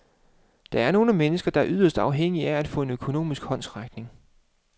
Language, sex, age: Danish, male, 35